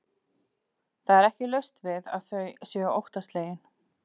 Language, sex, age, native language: Icelandic, female, 40-49, Icelandic